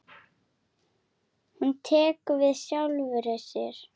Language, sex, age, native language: Icelandic, female, 7, Icelandic